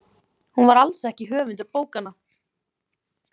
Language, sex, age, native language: Icelandic, female, 20-29, Icelandic